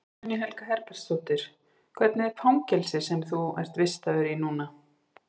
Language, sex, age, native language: Icelandic, female, 50-59, Icelandic